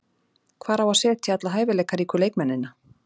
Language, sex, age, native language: Icelandic, female, 40-49, Icelandic